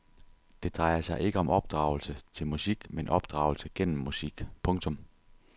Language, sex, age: Danish, male, 30